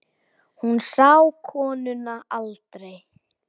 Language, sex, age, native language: Icelandic, male, 10, Icelandic